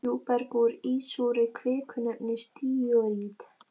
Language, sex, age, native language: Icelandic, female, 13, Icelandic